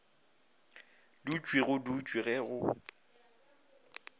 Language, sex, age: Northern Sotho, male, 20